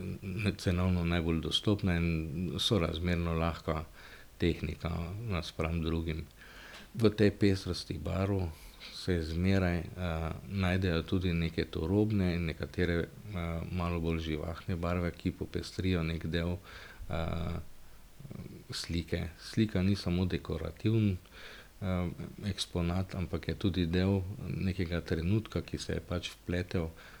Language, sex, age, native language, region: Slovenian, male, 50-59, Slovenian, Drava region